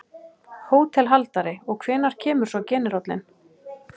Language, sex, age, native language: Icelandic, male, 12, Icelandic